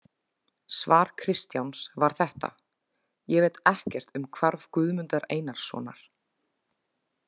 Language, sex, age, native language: Icelandic, female, 20-29, Icelandic